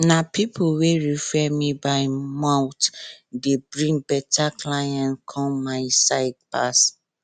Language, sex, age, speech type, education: Nigerian Pidgin, female, 15-29, spontaneous, tertiary